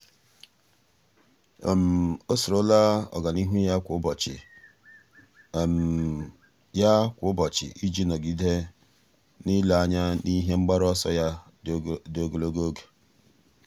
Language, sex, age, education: Igbo, male, 46-60, tertiary